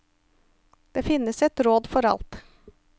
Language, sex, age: Norwegian, female, 34